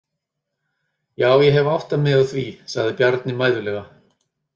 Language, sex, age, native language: Icelandic, male, 30-39, Icelandic